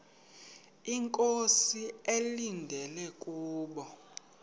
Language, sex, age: Xhosa, male, 31